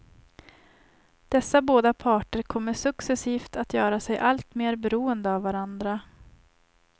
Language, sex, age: Swedish, female, 25